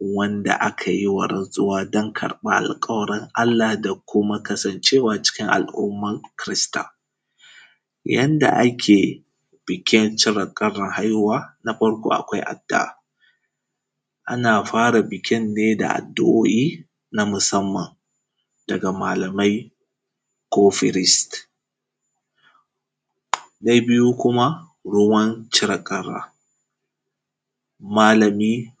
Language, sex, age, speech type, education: Hausa, male, 15-29, spontaneous, tertiary